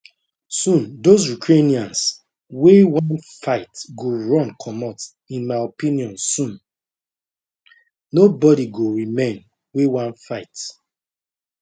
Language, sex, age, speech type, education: Nigerian Pidgin, male, 30-45, spontaneous, tertiary